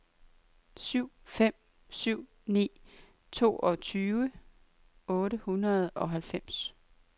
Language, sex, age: Danish, female, 23